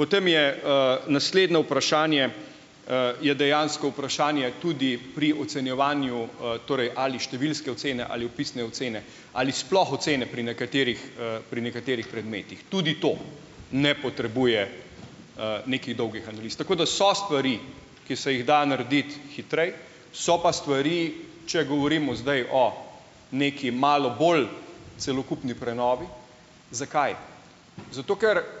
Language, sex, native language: Slovenian, male, Slovenian